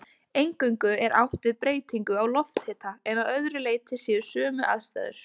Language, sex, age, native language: Icelandic, female, 20-29, Icelandic